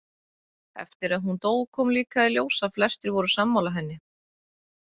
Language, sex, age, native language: Icelandic, female, 30-39, Icelandic